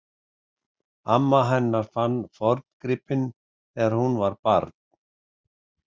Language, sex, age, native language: Icelandic, male, 60-69, Icelandic